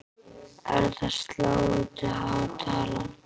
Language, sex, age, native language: Icelandic, male, 8, Icelandic